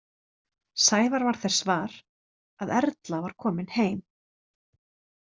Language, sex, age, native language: Icelandic, female, 30-39, Icelandic